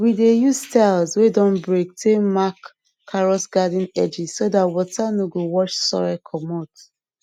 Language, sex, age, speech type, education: Nigerian Pidgin, female, 30-45, spontaneous, tertiary